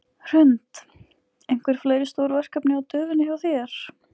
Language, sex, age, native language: Icelandic, female, 20-29, Icelandic